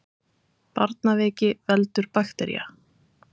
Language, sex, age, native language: Icelandic, female, 30-39, Icelandic